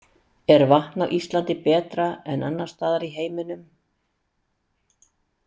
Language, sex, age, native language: Icelandic, female, 60-69, Icelandic